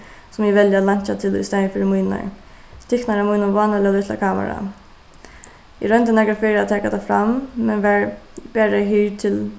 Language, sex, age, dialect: Faroese, female, 15-35, Suðuroy